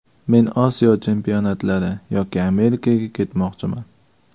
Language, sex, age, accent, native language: Uzbek, male, 25-34, Farg'ona, Uzbek